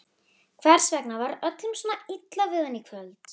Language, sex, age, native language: Icelandic, female, 11, Icelandic